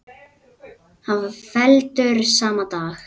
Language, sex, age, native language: Icelandic, male, 9, Icelandic